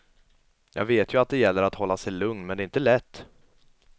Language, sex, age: Swedish, male, 22